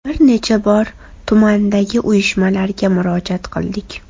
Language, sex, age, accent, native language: Uzbek, female, 25-34, Toshkent shahri, Uzbek